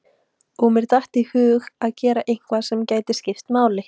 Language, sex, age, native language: Icelandic, female, 18-19, Icelandic